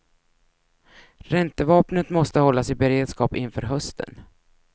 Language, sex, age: Swedish, female, 33